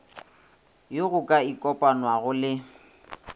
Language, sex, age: Northern Sotho, male, 26